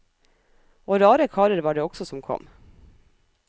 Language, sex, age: Norwegian, female, 37